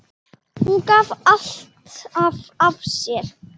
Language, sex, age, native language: Icelandic, female, 10, Icelandic